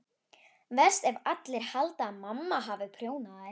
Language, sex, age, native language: Icelandic, female, 11, Icelandic